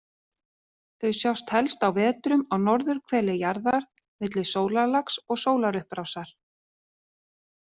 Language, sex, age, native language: Icelandic, female, 40-49, Icelandic